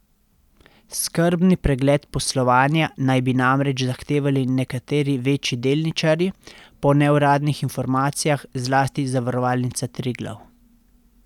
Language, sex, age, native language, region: Slovenian, male, 30-49, Slovenian, Central Slovenia